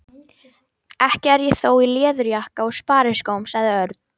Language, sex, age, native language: Icelandic, female, 12, Icelandic